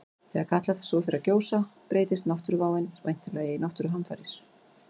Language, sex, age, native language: Icelandic, female, 40-49, Icelandic